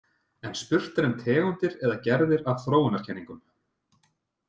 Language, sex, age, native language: Icelandic, male, 30-39, Icelandic